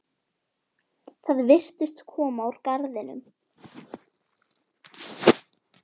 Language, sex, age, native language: Icelandic, female, 18-19, Icelandic